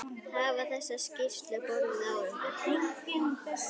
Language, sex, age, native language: Icelandic, female, 10, Icelandic